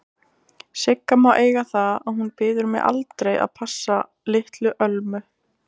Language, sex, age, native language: Icelandic, female, 20-29, Icelandic